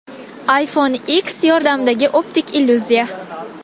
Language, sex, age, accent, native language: Uzbek, female, 19-29, Toshkent viloyati, Kazakh